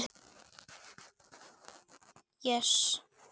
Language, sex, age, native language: Icelandic, male, 10, Icelandic